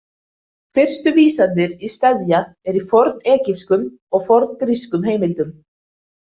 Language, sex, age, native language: Icelandic, female, 20-29, Icelandic